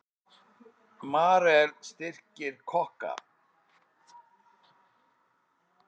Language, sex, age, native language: Icelandic, male, 50-59, Icelandic